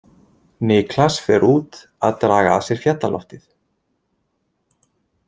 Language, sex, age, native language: Icelandic, male, 20-29, Icelandic